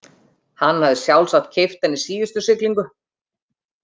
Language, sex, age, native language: Icelandic, female, 50-59, Icelandic